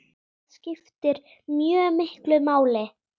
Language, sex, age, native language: Icelandic, female, 8, Icelandic